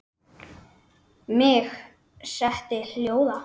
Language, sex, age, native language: Icelandic, male, 10, Icelandic